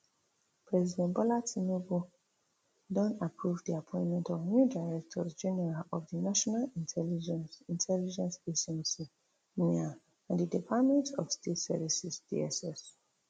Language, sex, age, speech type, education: Nigerian Pidgin, female, 30-45, spontaneous, tertiary